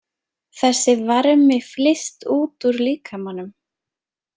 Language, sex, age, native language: Icelandic, female, 20-29, Icelandic